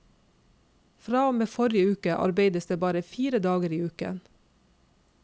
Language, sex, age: Norwegian, female, 46